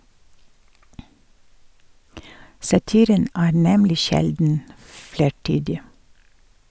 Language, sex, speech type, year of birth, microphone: Norwegian, female, read, 1951, Sennheiser